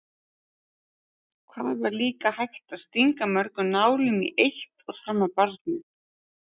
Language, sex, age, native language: Icelandic, female, 40-49, Icelandic